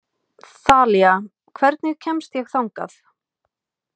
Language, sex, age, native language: Icelandic, female, 30-39, Icelandic